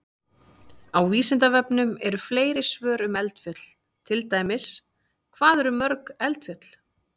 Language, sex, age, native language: Icelandic, female, 30-39, Icelandic